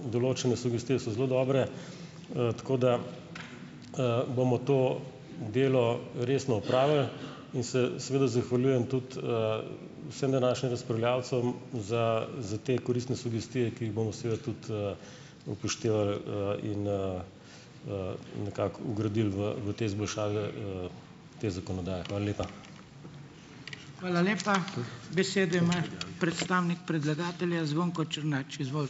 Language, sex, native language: Slovenian, male, Slovenian